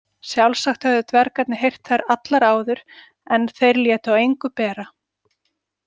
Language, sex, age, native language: Icelandic, female, 40-49, Icelandic